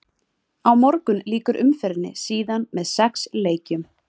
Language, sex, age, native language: Icelandic, female, 30-39, Icelandic